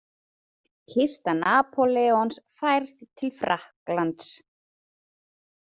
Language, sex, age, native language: Icelandic, female, 40-49, Icelandic